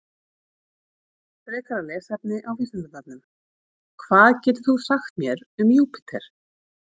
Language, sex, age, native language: Icelandic, female, 40-49, Icelandic